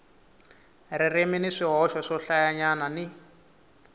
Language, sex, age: Tsonga, male, 22